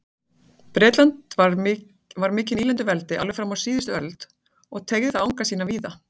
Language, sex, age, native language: Icelandic, female, 40-49, Icelandic